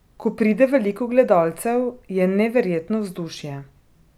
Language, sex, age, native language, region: Slovenian, female, 30-49, Slovenian, Drava region